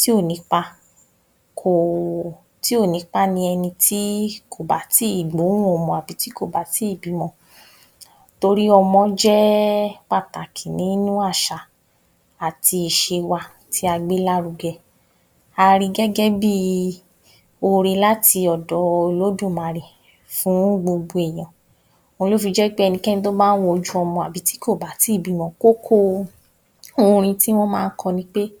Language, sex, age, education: Yoruba, female, 46-60, tertiary